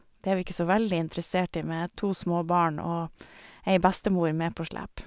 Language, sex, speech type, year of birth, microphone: Norwegian, female, spontaneous, 1973, Sennheiser